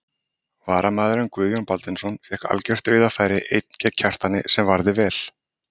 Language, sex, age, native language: Icelandic, male, 30-39, Icelandic